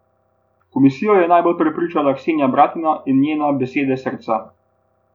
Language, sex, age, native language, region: Slovenian, male, 18-29, Slovenian, Gorenjska region